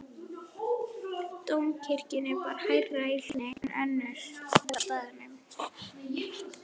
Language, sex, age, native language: Icelandic, female, 11, Icelandic